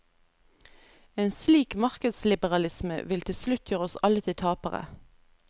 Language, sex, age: Norwegian, female, 32